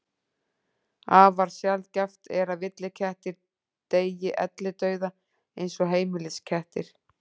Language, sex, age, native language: Icelandic, female, 40-49, Icelandic